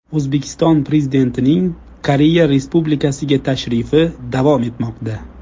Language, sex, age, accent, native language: Uzbek, male, 25-34, Jizzax, Uzbek